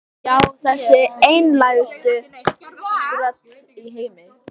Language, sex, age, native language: Icelandic, female, 14, Icelandic